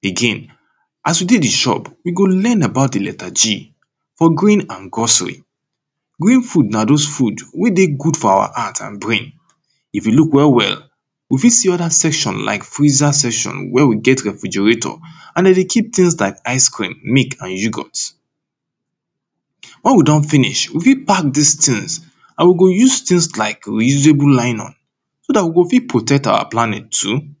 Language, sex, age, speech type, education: Nigerian Pidgin, male, 30-45, spontaneous, tertiary